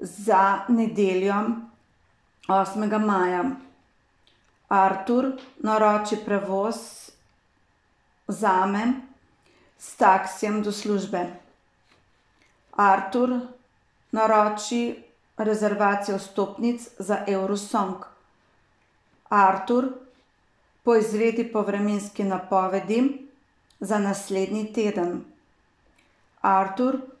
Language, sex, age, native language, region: Slovenian, female, 50-59, Slovenian, Savinja region